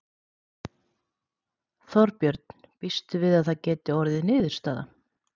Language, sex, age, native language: Icelandic, female, 40-49, Icelandic